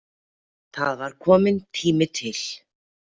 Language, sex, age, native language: Icelandic, female, 40-49, Icelandic